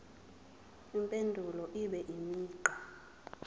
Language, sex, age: Zulu, female, 23